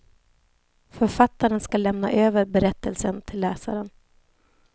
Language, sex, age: Swedish, female, 28